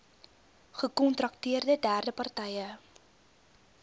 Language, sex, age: Afrikaans, female, 22